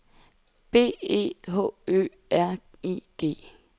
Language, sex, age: Danish, female, 20